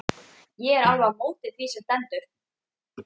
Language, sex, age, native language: Icelandic, female, 12, Icelandic